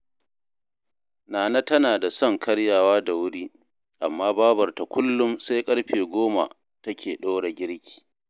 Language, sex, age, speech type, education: Hausa, male, 30-45, read, tertiary